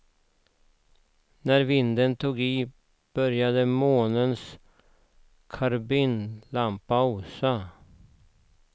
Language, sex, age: Swedish, male, 49